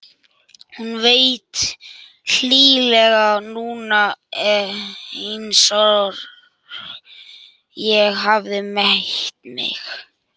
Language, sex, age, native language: Icelandic, other, 11, Icelandic